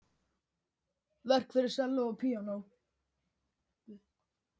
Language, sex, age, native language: Icelandic, female, 7, Icelandic